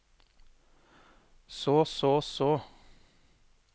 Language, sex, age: Norwegian, male, 40